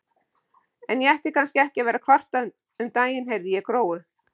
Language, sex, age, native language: Icelandic, female, 50-59, Icelandic